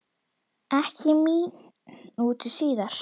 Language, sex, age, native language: Icelandic, female, 10, Icelandic